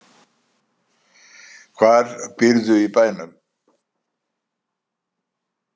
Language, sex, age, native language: Icelandic, male, 70-79, Icelandic